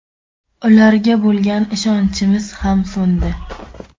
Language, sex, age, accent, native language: Uzbek, female, 18-24, Qashqadaryo, Uzbek